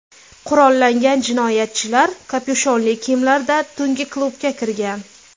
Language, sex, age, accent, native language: Uzbek, female, 25-34, Farg'ona, Uzbek